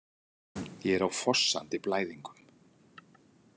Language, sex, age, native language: Icelandic, male, 60-69, Icelandic